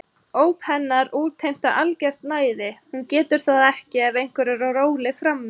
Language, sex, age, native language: Icelandic, female, 30-39, Icelandic